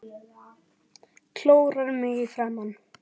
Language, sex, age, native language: Icelandic, male, 10, Icelandic